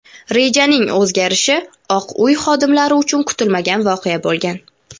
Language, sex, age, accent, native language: Uzbek, female, 19-29, Toshkent viloyati, Uzbek